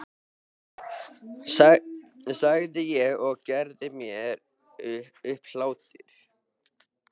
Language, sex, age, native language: Icelandic, male, 13, Icelandic